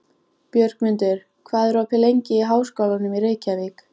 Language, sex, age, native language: Icelandic, female, 14, Icelandic